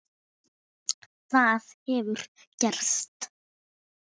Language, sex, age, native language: Icelandic, male, 6, Icelandic